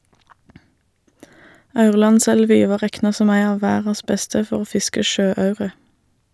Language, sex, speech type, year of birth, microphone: Norwegian, female, read, 1987, Shure